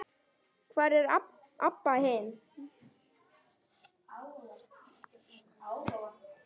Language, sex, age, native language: Icelandic, male, 9, Icelandic